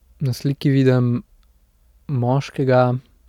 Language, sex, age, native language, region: Slovenian, male, 18-29, Slovenian, Central Slovenia